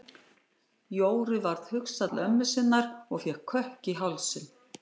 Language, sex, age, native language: Icelandic, female, 60-69, Icelandic